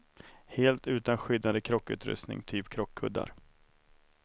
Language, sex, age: Swedish, male, 31